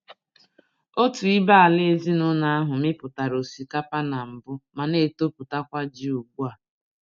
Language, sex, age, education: Igbo, female, 30-45, tertiary